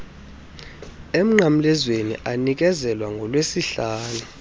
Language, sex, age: Xhosa, male, 20